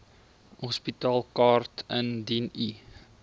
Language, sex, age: Afrikaans, male, 20